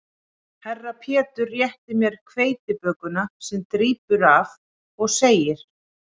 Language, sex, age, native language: Icelandic, female, 40-49, Icelandic